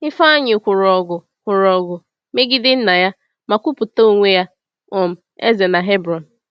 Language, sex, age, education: Igbo, female, 15-29, tertiary